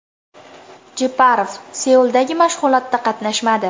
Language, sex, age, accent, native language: Uzbek, female, under 19, Toshkent shahri, Uzbek